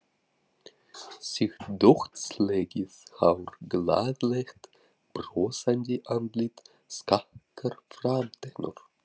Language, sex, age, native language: Icelandic, male, 40-49, Russian